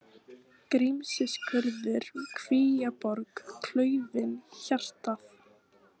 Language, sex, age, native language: Icelandic, female, 18-19, Icelandic